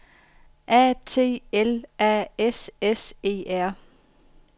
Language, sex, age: Danish, female, 40